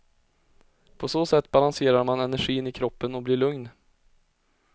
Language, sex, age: Swedish, male, 20